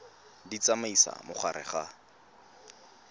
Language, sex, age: Tswana, male, 19